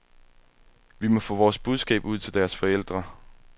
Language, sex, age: Danish, male, 21